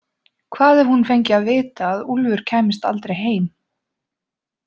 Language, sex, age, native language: Icelandic, female, 20-29, Icelandic